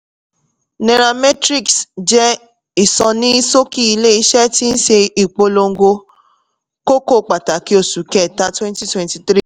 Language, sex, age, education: Yoruba, female, 15-29, tertiary